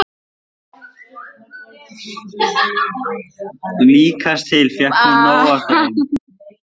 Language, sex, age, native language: Icelandic, male, 14, Icelandic